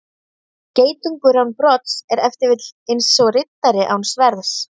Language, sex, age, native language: Icelandic, female, 30-39, Icelandic